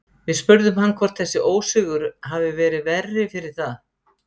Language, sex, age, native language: Icelandic, female, 50-59, Icelandic